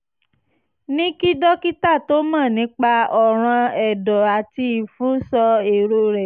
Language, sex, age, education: Yoruba, female, 15-29, tertiary